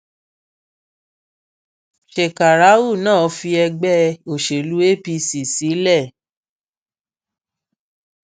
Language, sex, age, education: Yoruba, female, 30-45, tertiary